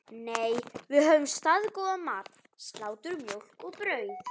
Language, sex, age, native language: Icelandic, female, 11, Icelandic